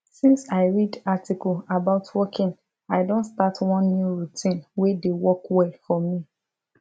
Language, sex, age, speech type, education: Nigerian Pidgin, female, 15-29, spontaneous, tertiary